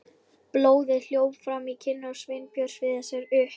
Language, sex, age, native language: Icelandic, female, 11, Icelandic